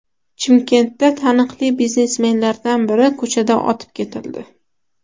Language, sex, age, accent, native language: Uzbek, female, under 19, Toshkent shahri, Uzbek